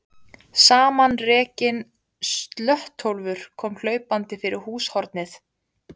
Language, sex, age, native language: Icelandic, female, 20-29, Icelandic